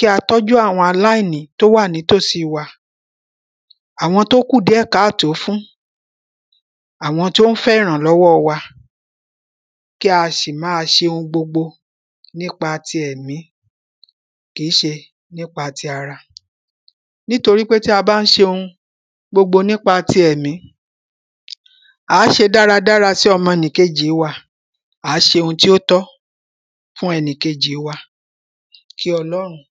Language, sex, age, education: Yoruba, female, 46-60, primary